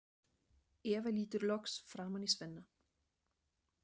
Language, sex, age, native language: Icelandic, female, 30-39, German